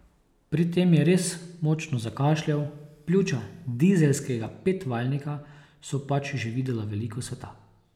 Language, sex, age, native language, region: Slovenian, male, 30-49, Slovenian, Posavska region